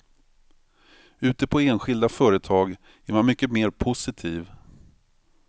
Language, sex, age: Swedish, male, 45